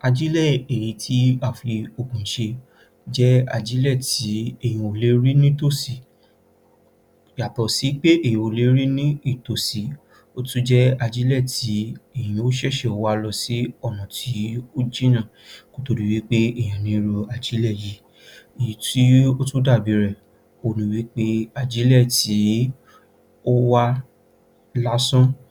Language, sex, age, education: Yoruba, male, 46-60, tertiary